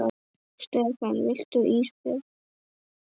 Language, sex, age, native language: Icelandic, male, 10, Icelandic